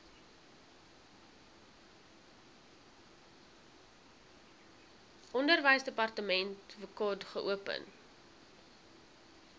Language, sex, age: Afrikaans, female, 21